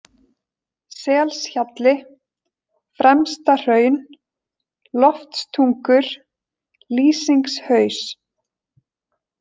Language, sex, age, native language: Icelandic, female, 20-29, Icelandic